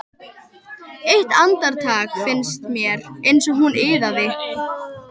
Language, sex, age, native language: Icelandic, female, 12, Icelandic